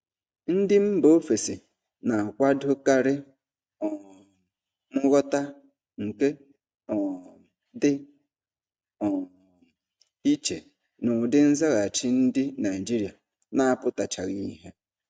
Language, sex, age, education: Igbo, male, 30-45, tertiary